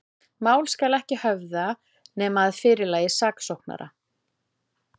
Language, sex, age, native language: Icelandic, female, 40-49, Icelandic